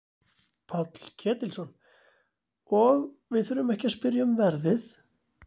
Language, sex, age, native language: Icelandic, male, 40-49, Icelandic